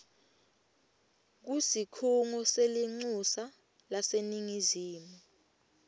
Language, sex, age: Swati, female, 21